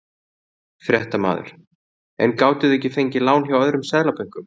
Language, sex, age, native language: Icelandic, male, 30-39, Icelandic